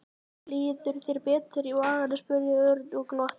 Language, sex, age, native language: Icelandic, male, 11, Icelandic